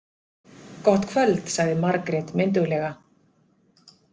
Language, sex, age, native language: Icelandic, female, 50-59, Icelandic